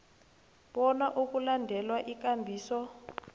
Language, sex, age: South Ndebele, female, 23